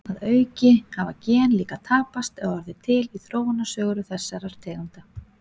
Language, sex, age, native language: Icelandic, female, 40-49, Icelandic